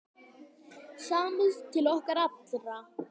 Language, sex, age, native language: Icelandic, male, 10, Icelandic